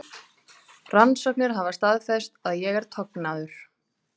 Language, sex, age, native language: Icelandic, female, 30-39, Icelandic